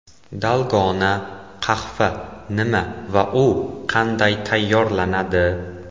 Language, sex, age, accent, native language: Uzbek, male, 18-24, Andijon, Uzbek